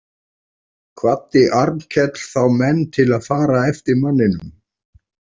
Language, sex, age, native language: Icelandic, male, 40-49, Icelandic